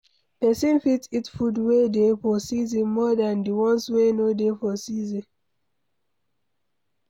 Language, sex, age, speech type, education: Nigerian Pidgin, female, 60+, read, secondary